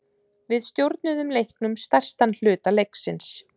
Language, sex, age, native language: Icelandic, female, 30-39, Icelandic